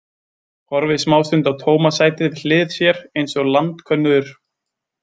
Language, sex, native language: Icelandic, male, Icelandic